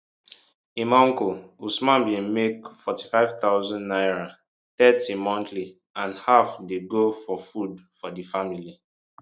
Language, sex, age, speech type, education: Nigerian Pidgin, male, 15-29, spontaneous, secondary